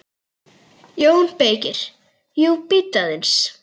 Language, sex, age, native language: Icelandic, male, 10, Icelandic